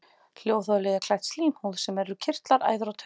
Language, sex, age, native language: Icelandic, female, 30-39, Icelandic